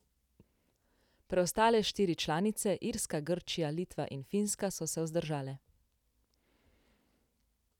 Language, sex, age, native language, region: Slovenian, female, 18-29, Slovenian, Central Slovenia